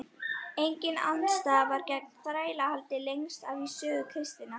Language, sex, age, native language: Icelandic, female, 12, Icelandic